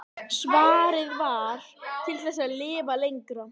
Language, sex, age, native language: Icelandic, female, 11, Icelandic